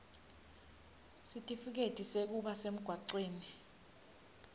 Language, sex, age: Swati, female, 19